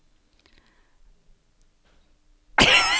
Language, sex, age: Norwegian, female, 36